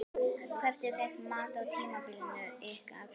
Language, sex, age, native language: Icelandic, female, 11, Icelandic